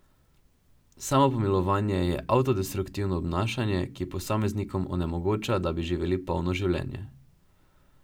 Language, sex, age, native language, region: Slovenian, male, 12-17, Slovenian, Drava region